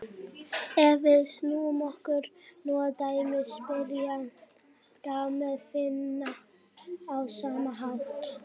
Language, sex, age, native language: Icelandic, female, 60-69, Icelandic